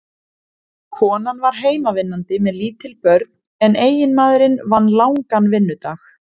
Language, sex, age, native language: Icelandic, female, 20-29, Icelandic